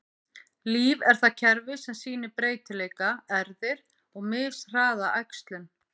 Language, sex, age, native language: Icelandic, female, 50-59, Icelandic